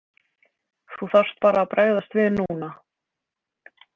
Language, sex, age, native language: Icelandic, female, 20-29, Icelandic